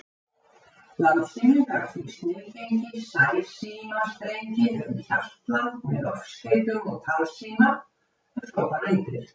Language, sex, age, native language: Icelandic, female, 70-79, Icelandic